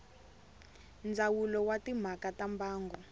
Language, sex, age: Tsonga, female, 22